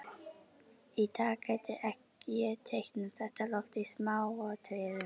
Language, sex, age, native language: Icelandic, female, 11, Icelandic